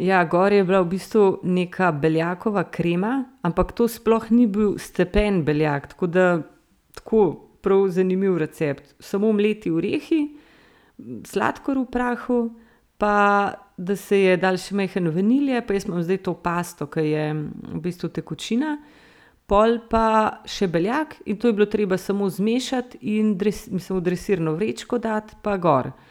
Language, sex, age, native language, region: Slovenian, female, 30-49, Slovenian, Central Slovenia